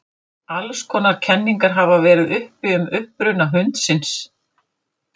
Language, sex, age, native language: Icelandic, female, 50-59, Icelandic